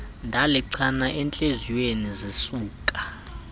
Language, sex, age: Xhosa, male, 20